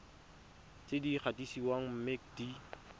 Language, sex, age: Tswana, male, 25